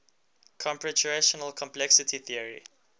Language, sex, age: English, male, 19